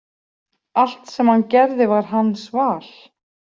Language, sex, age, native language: Icelandic, female, 40-49, Icelandic